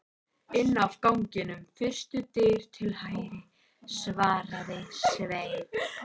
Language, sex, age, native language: Icelandic, female, 13, Icelandic